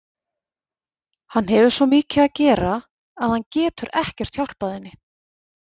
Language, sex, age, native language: Icelandic, female, 40-49, Icelandic